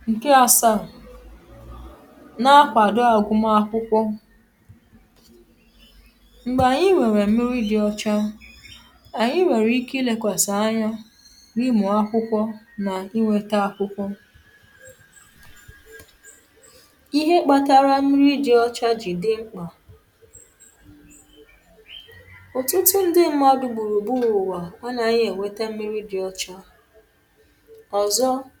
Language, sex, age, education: Igbo, female, 15-29, tertiary